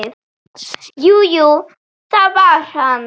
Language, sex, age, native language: Icelandic, female, 8, Icelandic